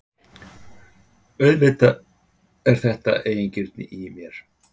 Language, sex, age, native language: Icelandic, male, 50-59, Icelandic